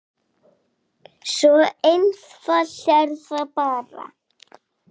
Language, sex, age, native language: Icelandic, male, 7, Icelandic